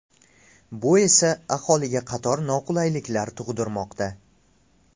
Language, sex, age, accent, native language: Uzbek, male, 18-24, Namangan, Uzbek